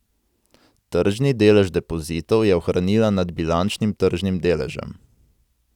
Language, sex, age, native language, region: Slovenian, male, 18-29, Slovenian, Central Slovenia